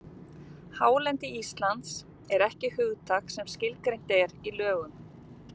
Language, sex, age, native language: Icelandic, female, 50-59, Icelandic